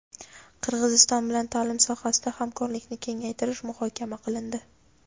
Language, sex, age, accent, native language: Uzbek, female, 18-24, Navoiy, Uzbek